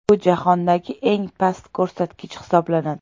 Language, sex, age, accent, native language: Uzbek, female, 25-34, Toshkent shahri, Uzbek